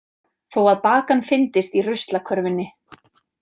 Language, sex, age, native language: Icelandic, female, 30-39, Icelandic